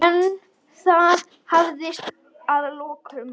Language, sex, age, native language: Icelandic, male, 10, Icelandic